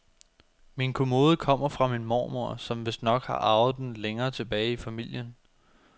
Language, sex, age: Danish, male, 24